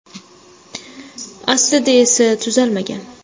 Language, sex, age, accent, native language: Uzbek, female, 19-29, Toshkent shahri, Uzbek